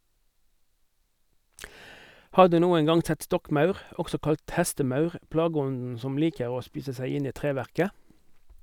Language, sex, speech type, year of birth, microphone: Norwegian, male, read, 1958, Sennheiser